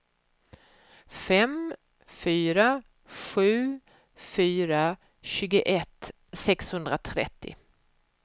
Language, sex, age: Swedish, female, 44